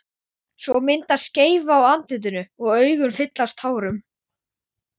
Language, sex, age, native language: Icelandic, male, 12, Icelandic